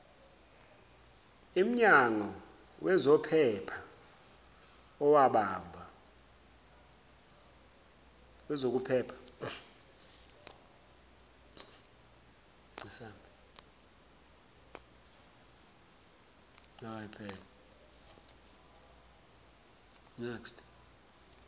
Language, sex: Zulu, male